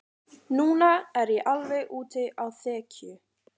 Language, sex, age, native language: Icelandic, female, 40-49, Icelandic